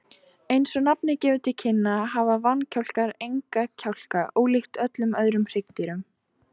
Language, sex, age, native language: Icelandic, female, 18-19, Icelandic